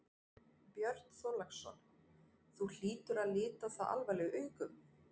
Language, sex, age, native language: Icelandic, female, 40-49, French